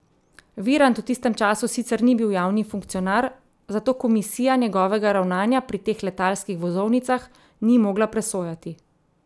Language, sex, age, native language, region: Slovenian, female, 30-49, Slovenian, Central Slovenia